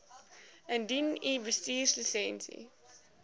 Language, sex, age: Afrikaans, female, 19